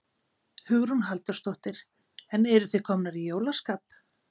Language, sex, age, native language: Icelandic, female, 50-59, Icelandic